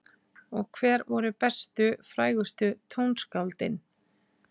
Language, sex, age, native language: Icelandic, female, 20-29, Icelandic